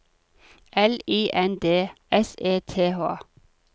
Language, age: Norwegian, 40